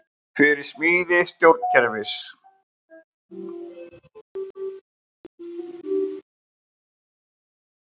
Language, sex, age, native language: Icelandic, male, 50-59, Icelandic